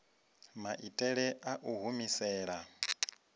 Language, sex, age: Venda, male, 25